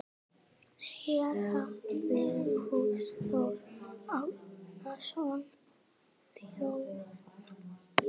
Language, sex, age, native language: Icelandic, female, 7, Icelandic